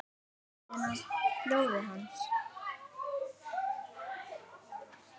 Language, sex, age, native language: Icelandic, female, 10, Icelandic